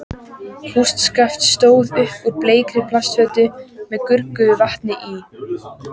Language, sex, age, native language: Icelandic, female, 14, Icelandic